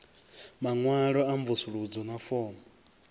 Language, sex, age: Venda, male, 23